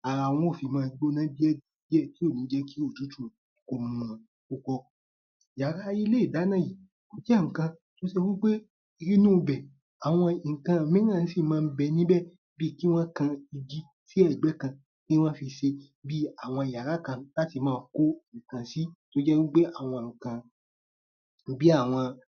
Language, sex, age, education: Yoruba, male, 15-29, tertiary